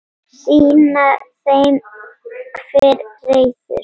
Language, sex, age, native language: Icelandic, female, 8, Icelandic